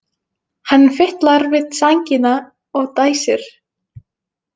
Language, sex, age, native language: Icelandic, female, 20-29, Finnish